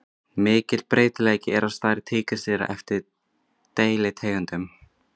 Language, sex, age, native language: Icelandic, female, 20-29, Icelandic